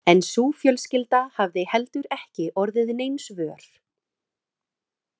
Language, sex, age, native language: Icelandic, female, 30-39, Icelandic